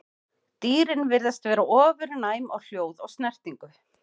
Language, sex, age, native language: Icelandic, female, 20-29, Icelandic